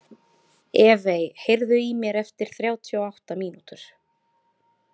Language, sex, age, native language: Icelandic, female, 30-39, Icelandic